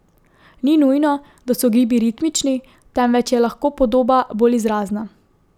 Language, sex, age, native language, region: Slovenian, female, 18-29, Slovenian, Drava region